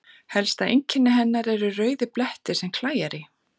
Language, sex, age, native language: Icelandic, female, 40-49, Icelandic